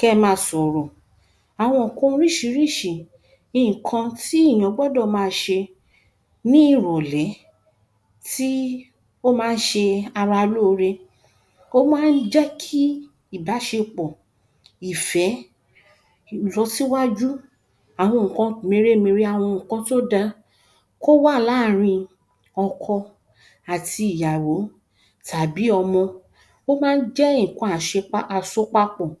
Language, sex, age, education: Yoruba, female, 30-45, primary